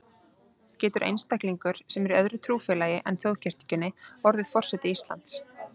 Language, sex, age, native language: Icelandic, female, 30-39, Icelandic